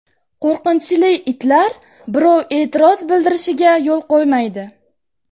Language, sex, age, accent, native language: Uzbek, female, 12-17, Jizzax, Uzbek